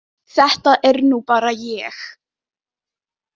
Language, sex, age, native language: Icelandic, female, 18-19, Icelandic